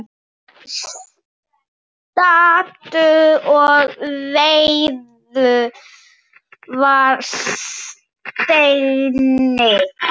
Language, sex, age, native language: Icelandic, female, 7, Icelandic